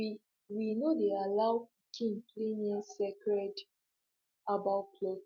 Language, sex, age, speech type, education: Nigerian Pidgin, female, 15-29, spontaneous, tertiary